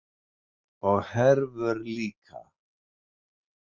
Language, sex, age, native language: Icelandic, male, 60-69, Icelandic